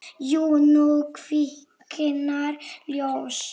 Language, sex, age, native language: Icelandic, female, 7, Polish